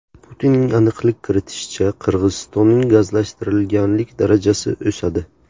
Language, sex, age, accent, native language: Uzbek, male, 18-24, Buxoro, Uzbek